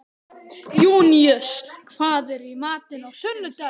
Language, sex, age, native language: Icelandic, male, 11, Icelandic